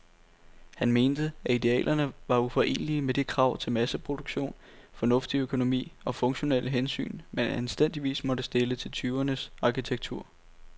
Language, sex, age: Danish, male, 18